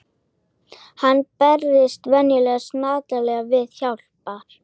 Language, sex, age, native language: Icelandic, female, 12, Icelandic